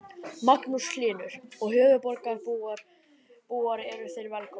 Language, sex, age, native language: Icelandic, male, 12, Icelandic